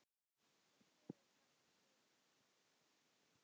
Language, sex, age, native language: Icelandic, male, 10, Icelandic